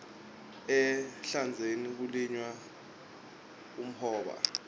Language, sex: Swati, male